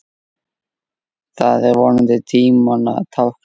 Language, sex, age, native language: Icelandic, male, 8, Icelandic